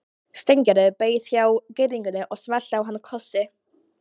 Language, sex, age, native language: Icelandic, female, 14, Polish